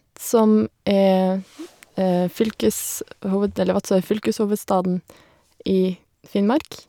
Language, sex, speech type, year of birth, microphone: Norwegian, female, spontaneous, 1991, Shure